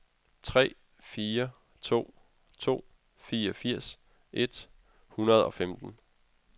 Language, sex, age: Danish, male, 32